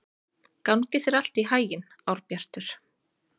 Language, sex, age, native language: Icelandic, female, 30-39, Icelandic